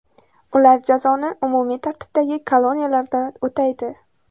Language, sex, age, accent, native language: Uzbek, female, 18-24, Samarqand, Uzbek